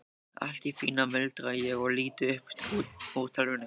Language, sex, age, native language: Icelandic, male, 13, Icelandic